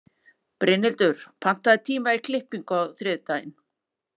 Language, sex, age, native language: Icelandic, female, 40-49, Icelandic